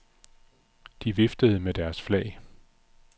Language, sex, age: Danish, male, 46